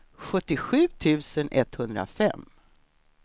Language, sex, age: Swedish, female, 63